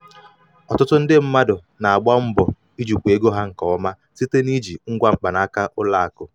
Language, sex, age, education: Igbo, male, 15-29, tertiary